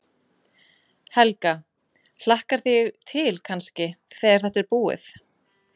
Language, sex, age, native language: Icelandic, female, 20-29, Icelandic